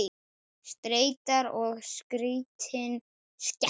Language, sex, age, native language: Icelandic, male, 9, Icelandic